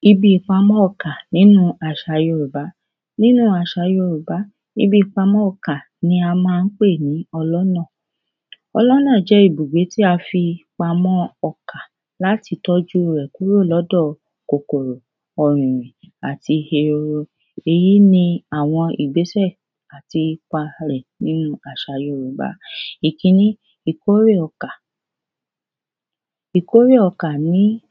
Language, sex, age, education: Yoruba, female, 30-45, secondary